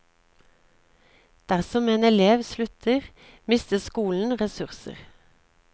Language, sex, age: Norwegian, female, 36